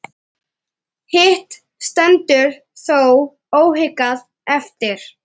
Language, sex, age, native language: Icelandic, female, 9, Icelandic